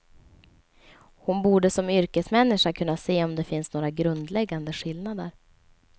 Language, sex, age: Swedish, female, 27